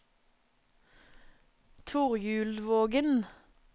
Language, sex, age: Norwegian, female, 27